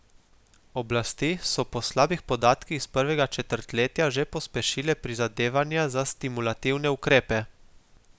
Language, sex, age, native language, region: Slovenian, male, 18-29, Slovenian, Gorica region